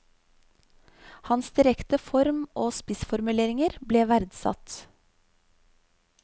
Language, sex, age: Norwegian, female, 35